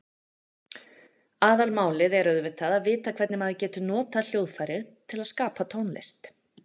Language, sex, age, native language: Icelandic, female, 40-49, Icelandic